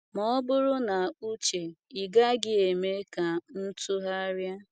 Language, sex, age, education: Igbo, female, 15-29, tertiary